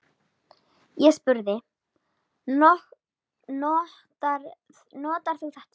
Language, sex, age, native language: Icelandic, female, 10, Icelandic